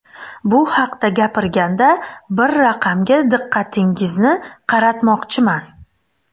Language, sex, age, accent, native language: Uzbek, female, 25-34, Buxoro, Uzbek